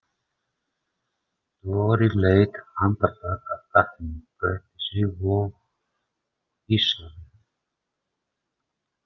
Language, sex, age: Icelandic, male, 40-49